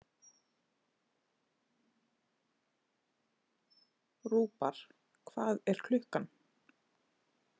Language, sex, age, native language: Icelandic, female, 20-29, Icelandic